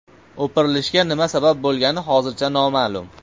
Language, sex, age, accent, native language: Uzbek, male, 25-34, Farg'ona, Uzbek